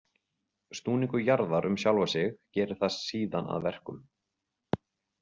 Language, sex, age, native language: Icelandic, male, 40-49, Icelandic